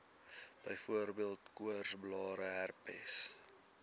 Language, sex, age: Afrikaans, male, 19